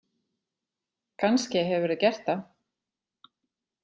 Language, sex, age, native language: Icelandic, female, 40-49, Icelandic